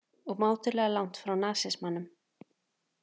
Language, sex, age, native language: Icelandic, female, 30-39, Icelandic